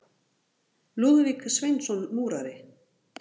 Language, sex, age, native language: Icelandic, female, 40-49, Icelandic